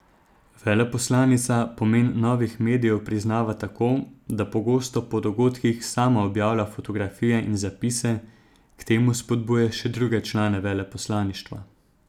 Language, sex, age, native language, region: Slovenian, male, 30-49, Slovenian, Zasavska region